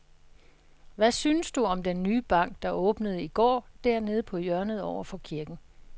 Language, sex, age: Danish, female, 66